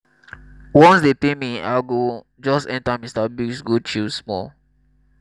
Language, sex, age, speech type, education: Nigerian Pidgin, male, 15-29, spontaneous, tertiary